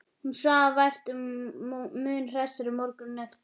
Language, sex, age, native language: Icelandic, female, 12, Icelandic